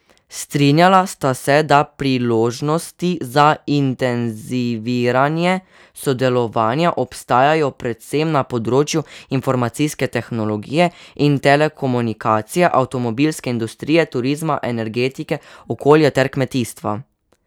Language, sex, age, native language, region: Slovenian, male, 12-17, Slovenian, Savinja region